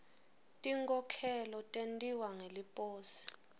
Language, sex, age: Swati, female, 21